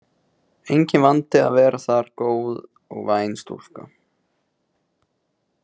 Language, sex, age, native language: Icelandic, male, 20-29, Icelandic